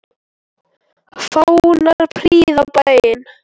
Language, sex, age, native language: Icelandic, male, 9, Icelandic